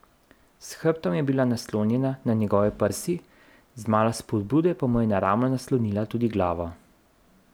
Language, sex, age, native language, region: Slovenian, male, 30-49, Slovenian, Central Slovenia